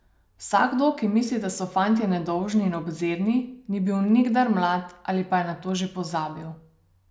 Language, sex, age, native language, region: Slovenian, female, 30-49, Slovenian, Savinja region